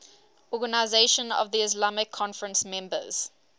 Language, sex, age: English, female, 18